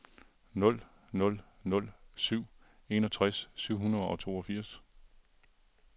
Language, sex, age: Danish, male, 42